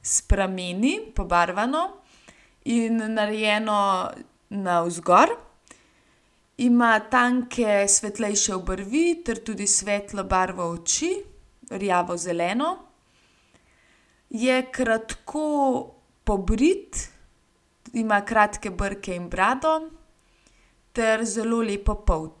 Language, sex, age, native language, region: Slovenian, female, 18-29, Slovenian, Gorenjska region